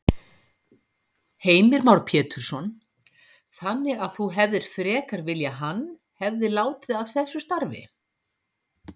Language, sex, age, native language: Icelandic, female, 50-59, Icelandic